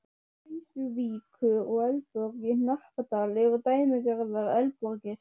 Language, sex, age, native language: Icelandic, female, 12, Icelandic